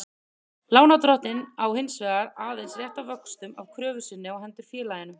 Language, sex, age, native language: Icelandic, female, 30-39, Icelandic